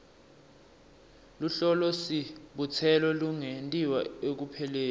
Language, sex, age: Swati, male, 19